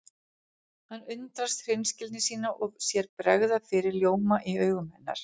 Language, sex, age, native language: Icelandic, female, 40-49, Icelandic